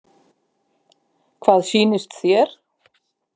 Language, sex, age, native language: Icelandic, female, 50-59, Icelandic